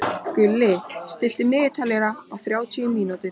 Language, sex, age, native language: Icelandic, female, 13, Icelandic